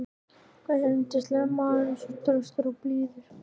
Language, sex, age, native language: Icelandic, male, 13, Icelandic